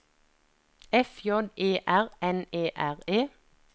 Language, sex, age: Norwegian, female, 49